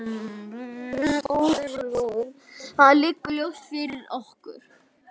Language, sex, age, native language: Icelandic, female, 10, Icelandic